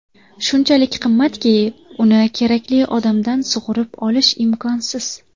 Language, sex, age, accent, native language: Uzbek, female, 18-24, Farg'ona, Uzbek